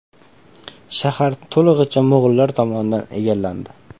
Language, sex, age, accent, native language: Uzbek, male, 18-24, Namangan, Uzbek